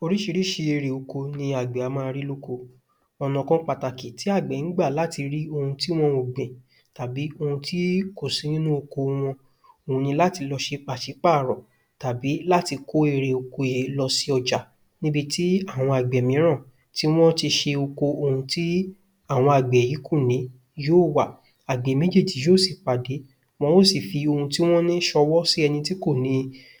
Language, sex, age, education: Yoruba, male, 15-29, tertiary